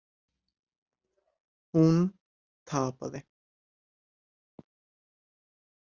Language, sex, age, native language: Icelandic, male, 18-19, Icelandic